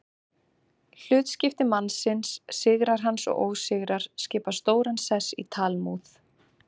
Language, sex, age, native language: Icelandic, female, 30-39, Icelandic